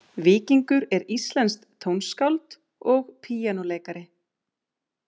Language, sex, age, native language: Icelandic, female, 30-39, Icelandic